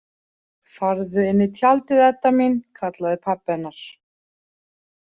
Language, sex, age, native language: Icelandic, female, 40-49, Icelandic